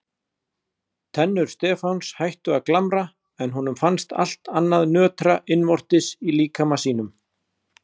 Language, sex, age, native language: Icelandic, male, 40-49, Icelandic